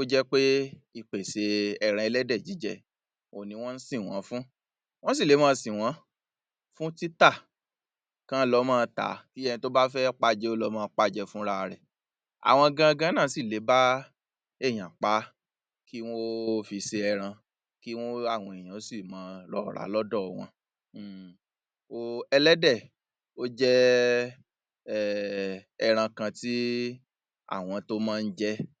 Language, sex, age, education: Yoruba, male, 30-45, tertiary